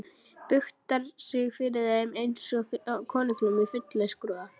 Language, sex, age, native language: Icelandic, female, 12, Icelandic